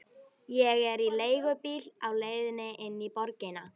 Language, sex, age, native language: Icelandic, female, 11, Icelandic